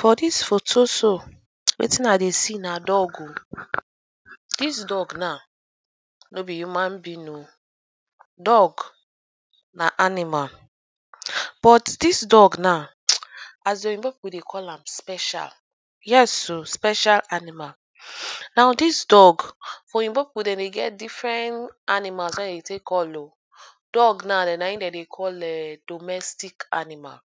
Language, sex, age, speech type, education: Nigerian Pidgin, female, 15-29, spontaneous, tertiary